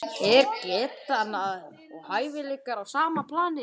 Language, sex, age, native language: Icelandic, male, 11, Icelandic